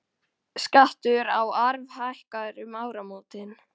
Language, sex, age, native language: Icelandic, male, 18-19, Icelandic